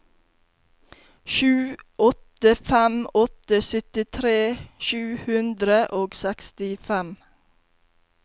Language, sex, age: Norwegian, female, 32